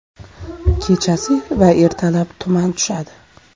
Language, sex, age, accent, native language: Uzbek, female, 25-34, Xorazm, Uzbek